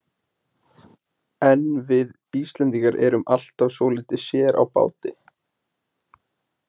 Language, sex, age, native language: Icelandic, male, 20-29, Icelandic